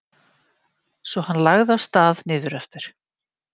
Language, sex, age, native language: Icelandic, female, 50-59, Icelandic